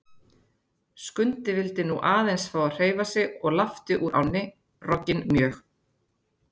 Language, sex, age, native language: Icelandic, female, 30-39, Icelandic